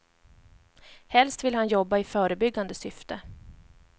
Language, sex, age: Swedish, female, 31